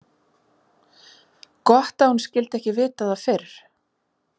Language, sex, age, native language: Icelandic, female, 40-49, Icelandic